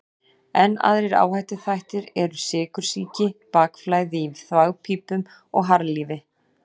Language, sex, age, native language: Icelandic, female, 40-49, Icelandic